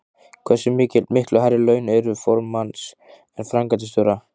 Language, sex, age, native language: Icelandic, male, 15, Icelandic